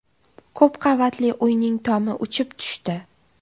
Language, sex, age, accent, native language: Uzbek, female, 25-34, Toshkent viloyati, Uzbek